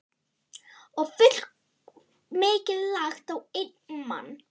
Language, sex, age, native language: Icelandic, female, 13, Icelandic